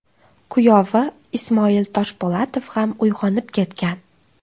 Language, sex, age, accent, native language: Uzbek, female, 25-34, Toshkent viloyati, Uzbek